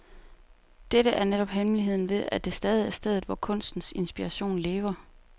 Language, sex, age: Danish, female, 29